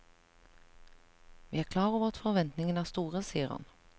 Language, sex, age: Norwegian, female, 37